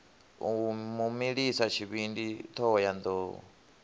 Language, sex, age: Venda, male, 24